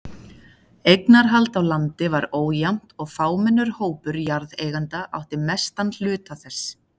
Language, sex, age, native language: Icelandic, female, 40-49, Icelandic